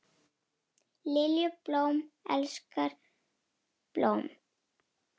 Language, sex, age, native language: Icelandic, female, 9, Icelandic